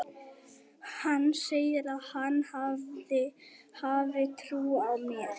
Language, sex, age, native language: Icelandic, female, 18-19, Icelandic